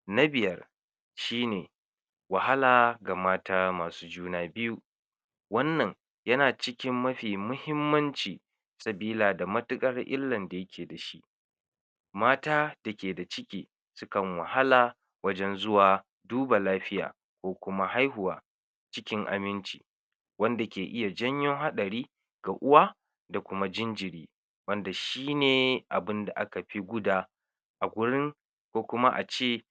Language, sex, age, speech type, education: Hausa, male, 60+, spontaneous, tertiary